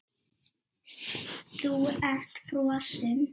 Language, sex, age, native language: Icelandic, female, 7, Icelandic